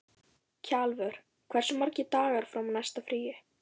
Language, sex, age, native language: Icelandic, female, 14, Icelandic